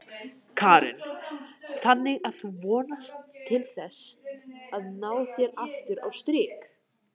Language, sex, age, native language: Icelandic, male, 18-19, Icelandic